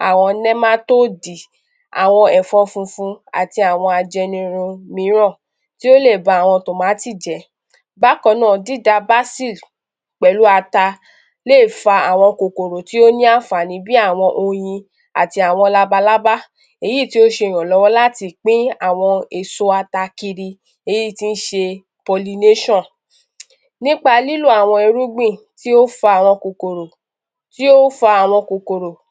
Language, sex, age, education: Yoruba, female, 15-29, tertiary